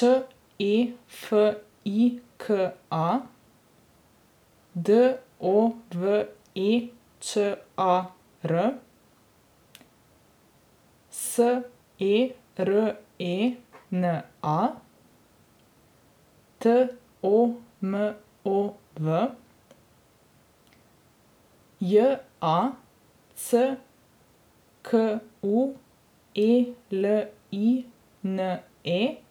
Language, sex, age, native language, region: Slovenian, female, 18-29, Slovenian, Drava region